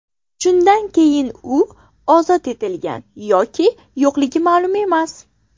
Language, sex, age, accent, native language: Uzbek, female, under 19, Farg'ona, Uzbek